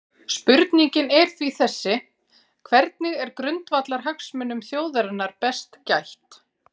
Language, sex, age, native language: Icelandic, female, 40-49, Icelandic